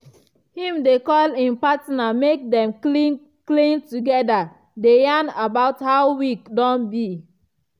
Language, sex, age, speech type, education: Nigerian Pidgin, female, 15-29, spontaneous, tertiary